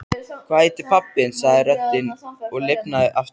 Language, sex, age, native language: Icelandic, male, 13, Icelandic